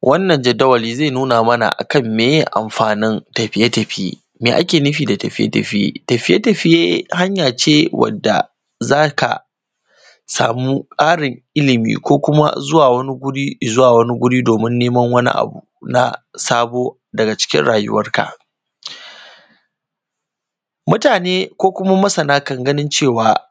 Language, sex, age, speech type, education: Hausa, male, 15-29, spontaneous, primary